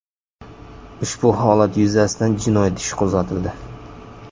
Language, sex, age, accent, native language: Uzbek, male, 25-34, Jizzax, Uzbek